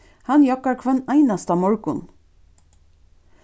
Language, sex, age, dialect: Faroese, female, 36-60, Suðurstreymoy